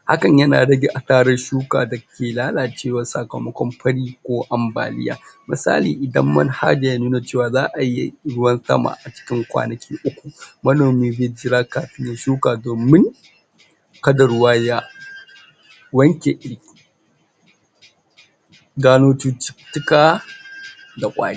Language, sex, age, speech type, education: Hausa, male, 46-60, spontaneous, tertiary